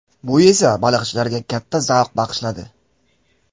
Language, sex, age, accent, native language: Uzbek, male, 18-24, Jizzax, Uzbek